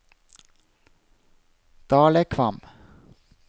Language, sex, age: Norwegian, male, 32